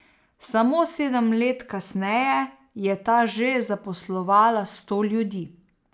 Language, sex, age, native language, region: Slovenian, female, 30-49, Slovenian, Savinja region